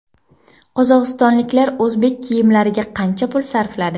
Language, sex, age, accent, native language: Uzbek, female, 18-24, Jizzax, Uzbek